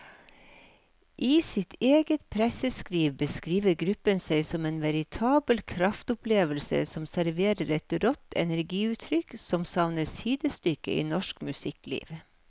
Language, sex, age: Norwegian, female, 53